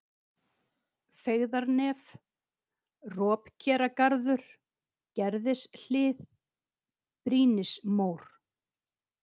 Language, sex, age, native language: Icelandic, female, 50-59, Icelandic